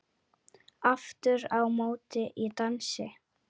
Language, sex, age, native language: Icelandic, female, 8, Icelandic